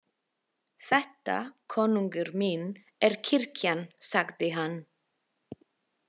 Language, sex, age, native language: Icelandic, female, 20-29, Italian